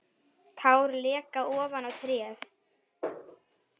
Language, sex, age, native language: Icelandic, female, 8, Icelandic